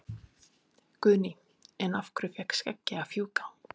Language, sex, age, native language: Icelandic, female, 30-39, Icelandic